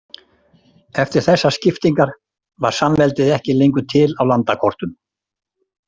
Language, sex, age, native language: Icelandic, male, 60-69, Icelandic